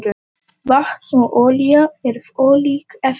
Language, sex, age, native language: Icelandic, female, 18-19, Icelandic